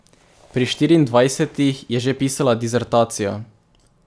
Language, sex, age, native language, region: Slovenian, male, 18-29, Slovenian, Drava region